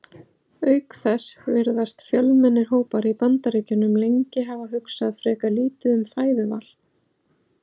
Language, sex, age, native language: Icelandic, female, 40-49, Icelandic